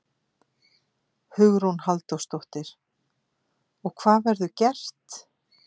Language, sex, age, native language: Icelandic, female, 50-59, Icelandic